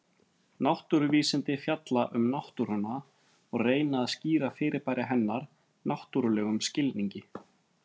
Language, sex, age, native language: Icelandic, male, 30-39, Icelandic